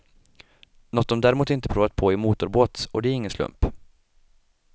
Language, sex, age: Swedish, male, 25